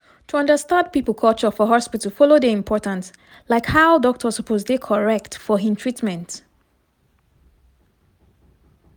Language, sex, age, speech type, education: Nigerian Pidgin, female, 30-45, spontaneous, tertiary